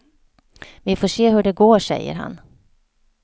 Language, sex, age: Swedish, female, 48